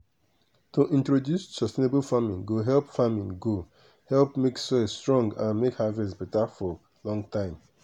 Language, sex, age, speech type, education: Nigerian Pidgin, male, 30-45, spontaneous, tertiary